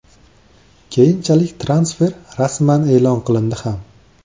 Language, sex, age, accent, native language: Uzbek, male, 25-34, Andijon, Uzbek